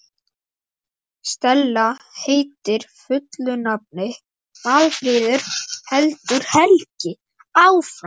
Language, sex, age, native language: Icelandic, female, 11, Icelandic